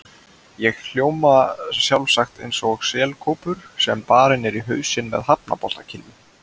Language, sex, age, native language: Icelandic, male, 20-29, Icelandic